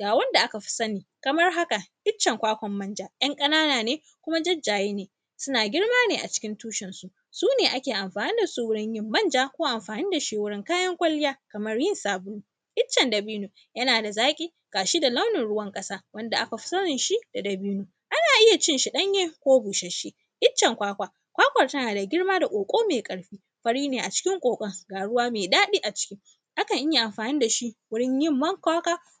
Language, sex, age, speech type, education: Hausa, female, 15-29, spontaneous, tertiary